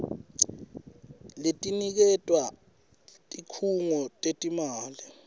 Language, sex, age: Swati, male, 19